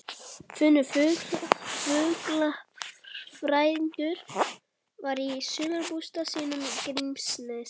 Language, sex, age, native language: Icelandic, male, 11, Icelandic